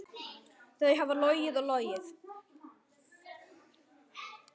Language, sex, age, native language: Icelandic, male, 9, Icelandic